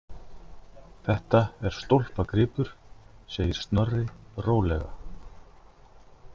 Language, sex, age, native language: Icelandic, male, 50-59, Icelandic